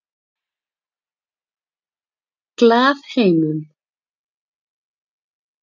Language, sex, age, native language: Icelandic, female, 30-39, Icelandic